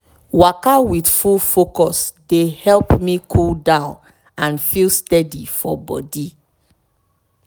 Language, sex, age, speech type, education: Nigerian Pidgin, female, 30-45, spontaneous, tertiary